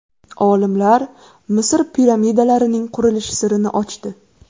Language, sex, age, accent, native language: Uzbek, female, 18-24, Buxoro, Uzbek